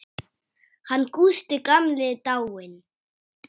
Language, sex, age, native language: Icelandic, male, 7, Icelandic